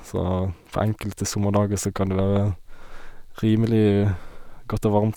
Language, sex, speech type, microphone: Norwegian, male, spontaneous, Sennheiser